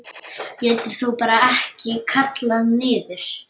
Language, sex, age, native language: Icelandic, female, 8, Icelandic